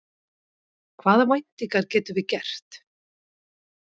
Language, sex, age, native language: Icelandic, female, 50-59, Icelandic